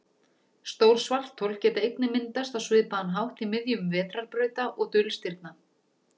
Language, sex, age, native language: Icelandic, female, 40-49, Icelandic